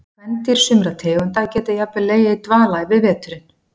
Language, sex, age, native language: Icelandic, female, 40-49, Icelandic